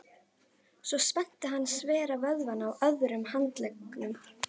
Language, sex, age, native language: Icelandic, female, 11, Icelandic